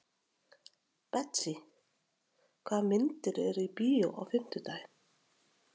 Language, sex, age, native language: Icelandic, female, 40-49, Icelandic